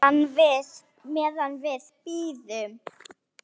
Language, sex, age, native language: Icelandic, female, 7, Icelandic